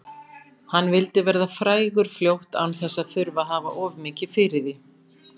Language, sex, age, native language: Icelandic, female, 50-59, Icelandic